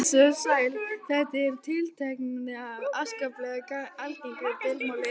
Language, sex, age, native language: Icelandic, female, 12, Icelandic